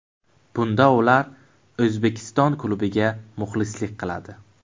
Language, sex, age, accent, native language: Uzbek, male, 18-24, Buxoro, Uzbek